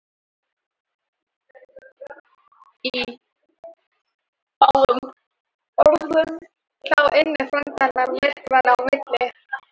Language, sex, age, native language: Icelandic, female, 13, Thai